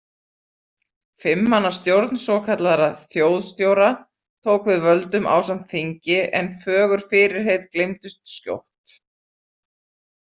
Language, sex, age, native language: Icelandic, female, 40-49, Icelandic